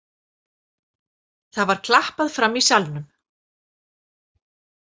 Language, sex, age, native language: Icelandic, female, 40-49, Icelandic